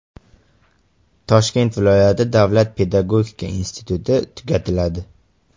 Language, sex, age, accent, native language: Uzbek, male, 18-24, Farg'ona, Uzbek